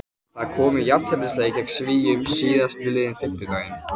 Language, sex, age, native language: Icelandic, male, 18-19, Icelandic